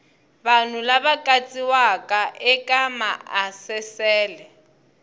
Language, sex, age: Tsonga, female, 20